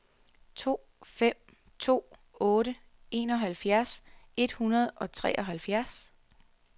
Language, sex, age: Danish, female, 33